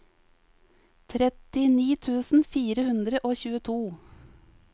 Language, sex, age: Norwegian, female, 50